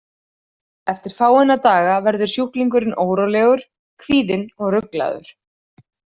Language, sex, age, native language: Icelandic, female, 40-49, Icelandic